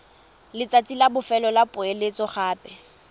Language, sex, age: Tswana, female, 20